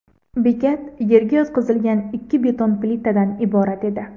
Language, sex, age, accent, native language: Uzbek, female, 18-24, Andijon, Uzbek